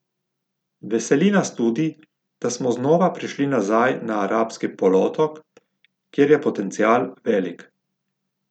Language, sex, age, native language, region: Slovenian, male, 50-59, Slovenian, Gorica region